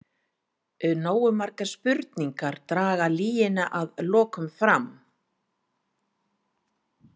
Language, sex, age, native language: Icelandic, female, 50-59, Icelandic